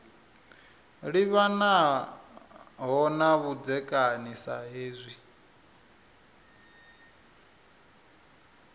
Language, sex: Venda, male